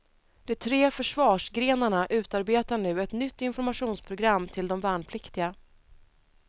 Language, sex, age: Swedish, female, 30